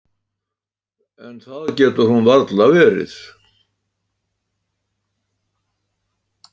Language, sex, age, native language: Icelandic, male, 80-89, Icelandic